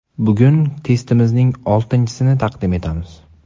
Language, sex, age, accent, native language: Uzbek, male, 18-24, Qashqadaryo, Uzbek